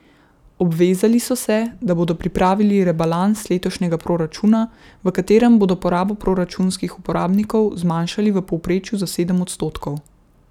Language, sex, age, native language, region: Slovenian, female, 18-29, Slovenian, Central Slovenia